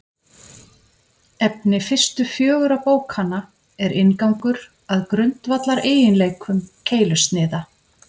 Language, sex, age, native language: Icelandic, female, 50-59, Icelandic